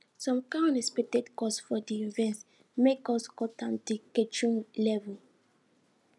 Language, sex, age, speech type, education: Nigerian Pidgin, female, 15-29, spontaneous, tertiary